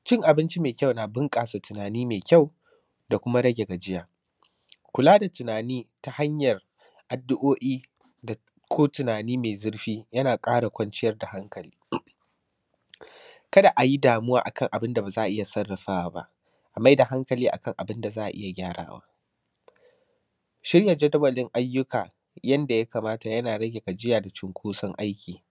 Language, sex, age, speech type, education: Hausa, male, 15-29, spontaneous, secondary